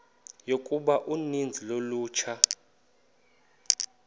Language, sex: Xhosa, male